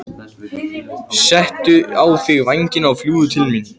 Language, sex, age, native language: Icelandic, male, 14, Icelandic